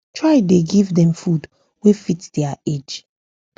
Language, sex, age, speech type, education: Nigerian Pidgin, female, 15-29, spontaneous, tertiary